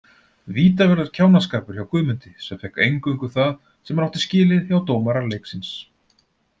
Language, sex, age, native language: Icelandic, male, 40-49, Icelandic